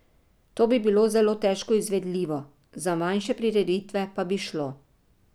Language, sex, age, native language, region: Slovenian, female, 50-59, Slovenian, Drava region